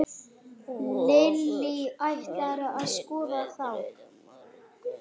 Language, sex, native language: Icelandic, female, Icelandic